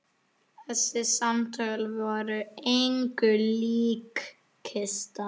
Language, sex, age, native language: Icelandic, male, 9, Icelandic